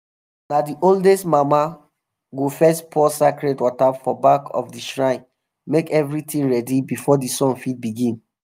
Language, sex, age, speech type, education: Nigerian Pidgin, male, 30-45, spontaneous, tertiary